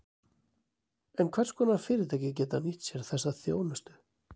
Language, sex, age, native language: Icelandic, male, 40-49, Icelandic